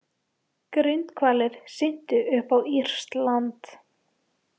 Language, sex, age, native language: Icelandic, female, 18-19, Icelandic